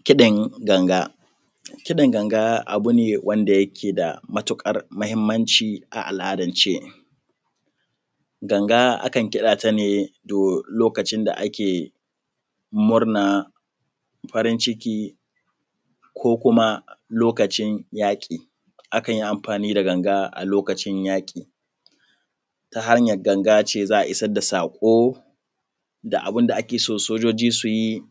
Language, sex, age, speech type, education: Hausa, male, 15-29, spontaneous, primary